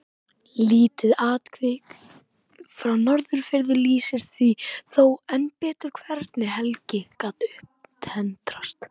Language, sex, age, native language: Icelandic, male, 18-19, Icelandic